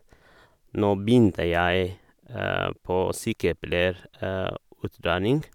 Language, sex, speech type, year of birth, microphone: Norwegian, male, spontaneous, 1978, Sennheiser